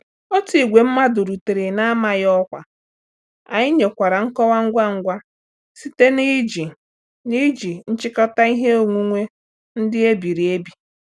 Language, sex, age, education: Igbo, female, 30-45, tertiary